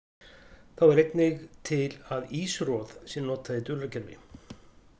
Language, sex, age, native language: Icelandic, male, 50-59, Icelandic